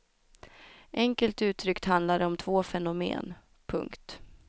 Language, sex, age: Swedish, female, 29